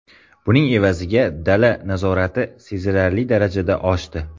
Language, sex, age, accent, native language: Uzbek, male, 18-24, Qoraqalpog'iston, Uzbek